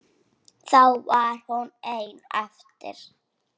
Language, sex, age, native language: Icelandic, female, 6, Icelandic